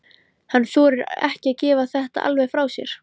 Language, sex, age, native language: Icelandic, female, 13, Icelandic